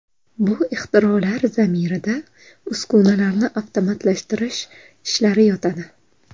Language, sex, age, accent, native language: Uzbek, female, 18-24, Toshkent shahri, Uzbek